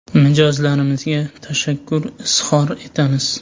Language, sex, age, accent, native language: Uzbek, male, 18-24, Sirdaryo, Uzbek